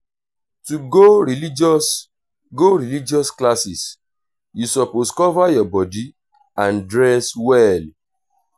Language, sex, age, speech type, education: Nigerian Pidgin, male, 30-45, spontaneous, tertiary